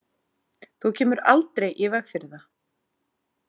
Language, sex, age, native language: Icelandic, female, 40-49, Icelandic